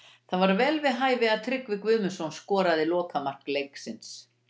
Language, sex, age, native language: Icelandic, female, 60-69, Icelandic